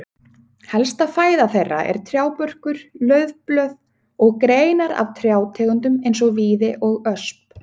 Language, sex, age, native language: Icelandic, female, 30-39, Icelandic